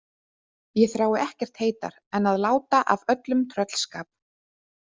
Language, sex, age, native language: Icelandic, female, 30-39, Icelandic